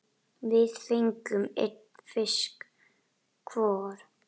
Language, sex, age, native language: Icelandic, female, 10, Icelandic